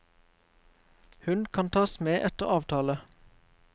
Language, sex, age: Norwegian, male, 23